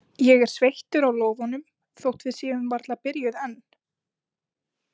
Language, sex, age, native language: Icelandic, female, 20-29, Icelandic